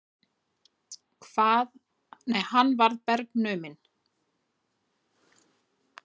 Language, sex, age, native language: Icelandic, female, 40-49, Icelandic